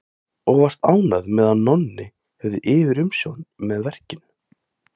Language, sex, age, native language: Icelandic, male, 20-29, Thai